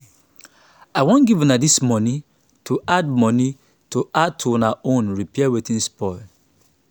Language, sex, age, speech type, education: Nigerian Pidgin, male, 30-45, spontaneous, tertiary